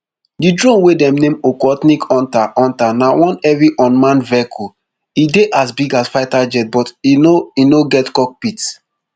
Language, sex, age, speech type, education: Nigerian Pidgin, male, 15-29, spontaneous, tertiary